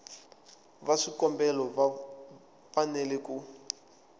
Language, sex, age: Tsonga, male, 24